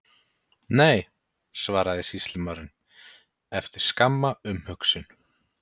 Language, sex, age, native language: Icelandic, male, 30-39, Icelandic